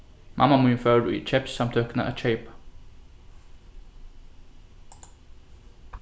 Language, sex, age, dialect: Faroese, male, 15-35, Norðurstreymoy/Eysturoy